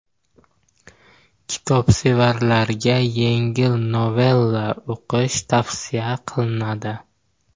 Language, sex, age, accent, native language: Uzbek, male, 25-34, Buxoro, Uzbek